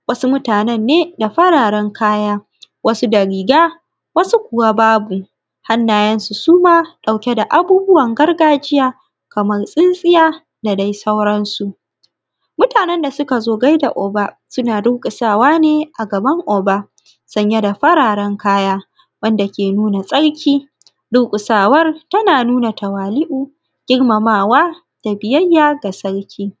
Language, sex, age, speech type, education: Hausa, female, 15-29, spontaneous, tertiary